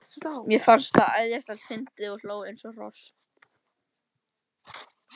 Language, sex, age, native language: Icelandic, male, 13, Icelandic